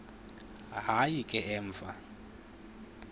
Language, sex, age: Xhosa, male, 20